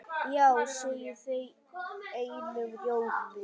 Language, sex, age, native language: Icelandic, female, 9, Icelandic